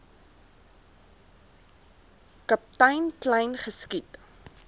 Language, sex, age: Afrikaans, female, 23